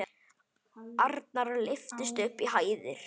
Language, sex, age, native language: Icelandic, male, 9, Icelandic